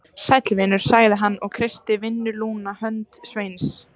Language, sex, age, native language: Icelandic, female, 14, Icelandic